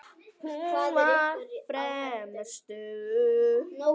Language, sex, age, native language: Icelandic, female, 9, Icelandic